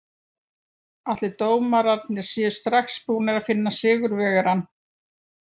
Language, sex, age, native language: Icelandic, female, 70-79, Icelandic